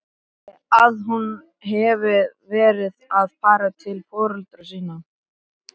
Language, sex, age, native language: Icelandic, male, 13, Icelandic